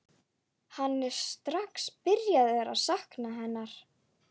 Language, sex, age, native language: Icelandic, female, 11, Icelandic